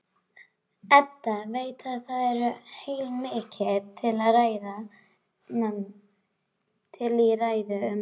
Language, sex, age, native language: Icelandic, female, 12, Icelandic